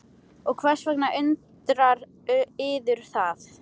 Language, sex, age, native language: Icelandic, female, 13, Icelandic